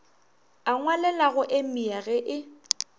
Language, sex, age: Northern Sotho, female, 21